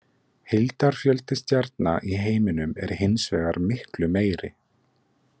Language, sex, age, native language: Icelandic, male, 20-29, Icelandic